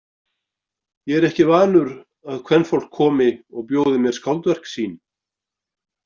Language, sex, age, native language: Icelandic, male, 40-49, Icelandic